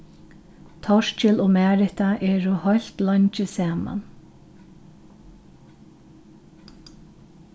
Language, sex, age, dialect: Faroese, female, 36-60, Norðurstreymoy/Eysturoy